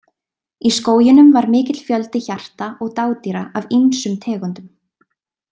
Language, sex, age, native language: Icelandic, female, 20-29, Icelandic